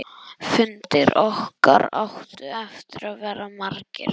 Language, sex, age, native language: Icelandic, male, 11, Icelandic